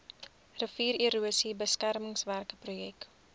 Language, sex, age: Afrikaans, female, 20